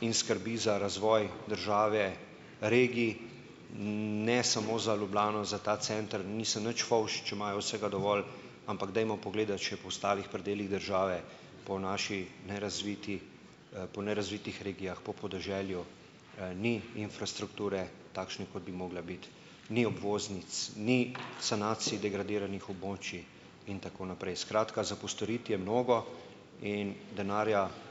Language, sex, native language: Slovenian, male, Slovenian